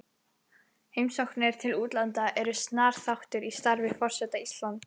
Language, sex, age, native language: Icelandic, female, 11, Icelandic